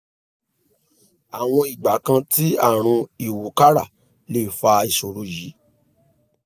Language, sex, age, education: Yoruba, male, 30-45, tertiary